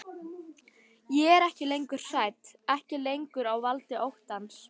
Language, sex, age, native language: Icelandic, female, 13, Icelandic